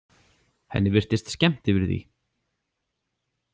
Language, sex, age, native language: Icelandic, male, 40-49, Icelandic